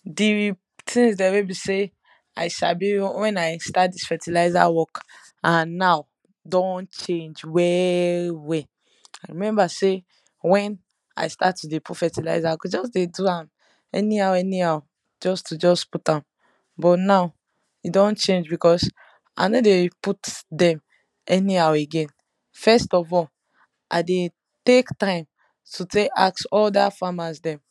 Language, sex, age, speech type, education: Nigerian Pidgin, female, 15-29, spontaneous, tertiary